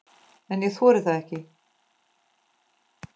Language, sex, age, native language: Icelandic, female, 10, Icelandic